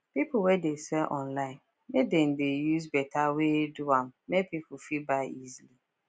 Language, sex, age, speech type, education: Nigerian Pidgin, female, 15-29, spontaneous, tertiary